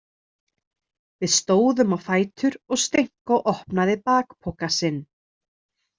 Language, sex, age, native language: Icelandic, female, 30-39, Icelandic